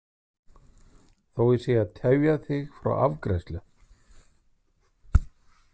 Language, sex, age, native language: Icelandic, male, 50-59, Icelandic